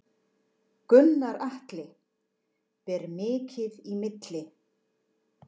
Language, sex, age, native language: Icelandic, female, 40-49, Icelandic